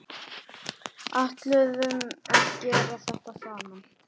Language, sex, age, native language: Icelandic, male, 18-19, Icelandic